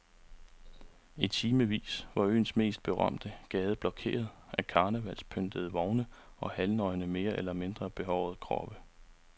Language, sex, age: Danish, male, 35